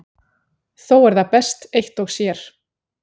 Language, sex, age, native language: Icelandic, female, 40-49, Icelandic